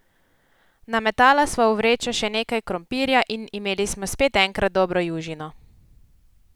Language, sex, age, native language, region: Slovenian, female, 18-29, Slovenian, Posavska region